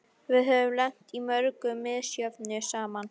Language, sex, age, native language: Icelandic, female, 13, Icelandic